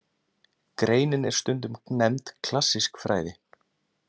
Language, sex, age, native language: Icelandic, male, 20-29, Icelandic